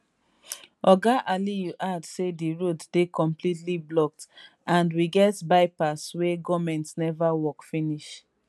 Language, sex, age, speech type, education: Nigerian Pidgin, female, 15-29, spontaneous, tertiary